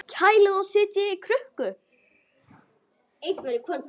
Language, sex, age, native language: Icelandic, female, 10, Icelandic